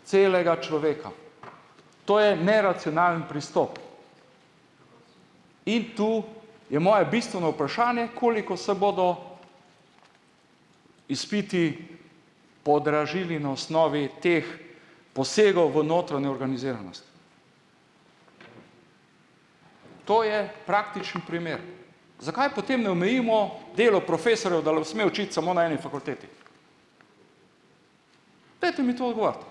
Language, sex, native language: Slovenian, male, Slovenian